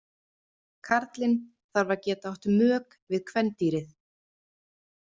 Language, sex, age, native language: Icelandic, female, 30-39, Icelandic